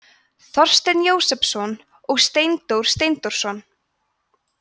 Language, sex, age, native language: Icelandic, female, 20-29, Icelandic